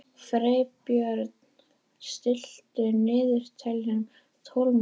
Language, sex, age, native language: Icelandic, female, 11, Icelandic